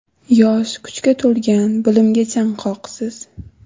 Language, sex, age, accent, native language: Uzbek, female, under 19, Toshkent shahri, Uzbek